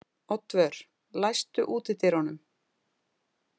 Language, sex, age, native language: Icelandic, female, 50-59, Icelandic